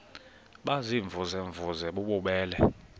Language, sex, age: Xhosa, male, 21